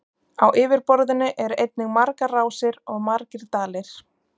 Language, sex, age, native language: Icelandic, female, 20-29, Icelandic